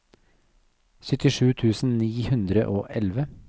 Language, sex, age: Norwegian, male, 40